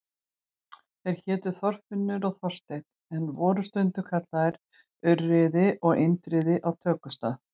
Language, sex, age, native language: Icelandic, female, 60-69, Icelandic